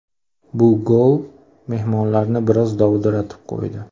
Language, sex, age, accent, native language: Uzbek, male, 25-34, Andijon, Uzbek